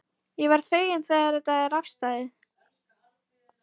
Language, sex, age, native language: Icelandic, female, 13, Icelandic